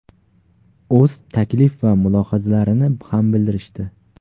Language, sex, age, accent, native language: Uzbek, male, 19-29, Farg'ona, Uzbek